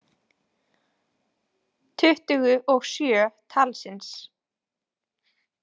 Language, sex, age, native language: Icelandic, female, 20-29, Icelandic